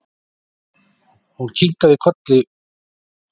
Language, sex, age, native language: Icelandic, male, 40-49, Icelandic